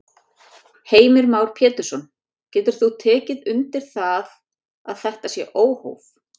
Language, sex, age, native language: Icelandic, female, 30-39, Icelandic